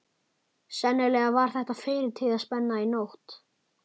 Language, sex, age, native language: Icelandic, male, 11, Icelandic